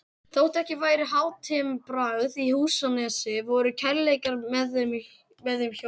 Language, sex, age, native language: Icelandic, female, 18-19, Icelandic